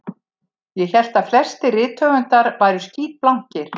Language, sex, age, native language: Icelandic, female, 70-79, Icelandic